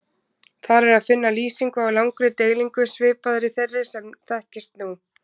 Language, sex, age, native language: Icelandic, female, 20-29, Icelandic